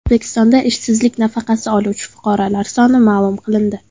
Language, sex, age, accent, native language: Uzbek, female, under 19, Toshkent viloyati, Uzbek